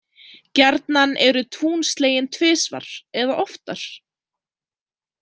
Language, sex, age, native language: Icelandic, female, 20-29, Icelandic